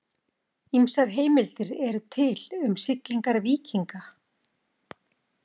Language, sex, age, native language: Icelandic, female, 40-49, Icelandic